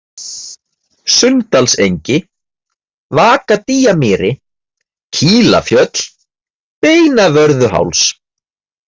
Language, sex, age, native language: Icelandic, male, 30-39, Icelandic